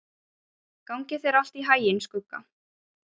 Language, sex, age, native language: Icelandic, female, 40-49, Ukrainian